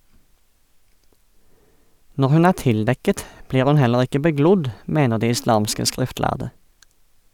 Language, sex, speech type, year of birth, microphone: Norwegian, male, read, 1989, Sennheiser